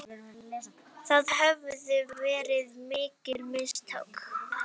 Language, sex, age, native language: Icelandic, female, 9, Icelandic